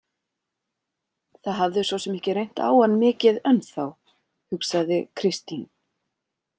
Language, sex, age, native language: Icelandic, female, 40-49, Icelandic